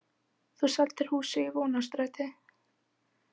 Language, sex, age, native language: Icelandic, female, 18-19, Icelandic